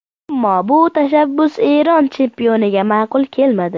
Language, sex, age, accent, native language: Uzbek, male, under 19, Farg'ona, Uzbek